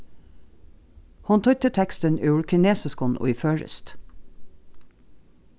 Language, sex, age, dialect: Faroese, female, 36-60, Norðuroyggjar